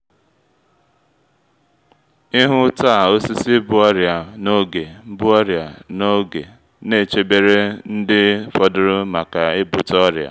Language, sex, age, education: Igbo, male, 30-45, tertiary